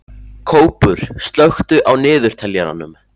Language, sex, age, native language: Icelandic, male, 14, Icelandic